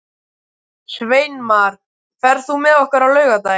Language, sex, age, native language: Icelandic, male, 12, Icelandic